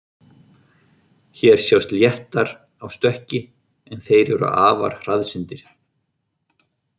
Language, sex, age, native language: Icelandic, male, 50-59, Icelandic